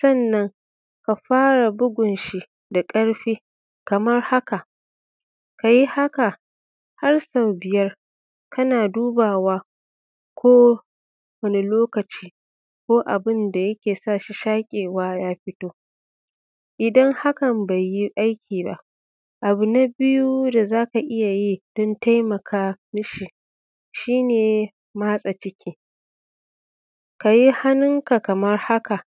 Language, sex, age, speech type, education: Hausa, female, 30-45, spontaneous, tertiary